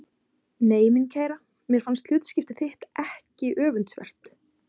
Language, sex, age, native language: Icelandic, female, 20-29, Icelandic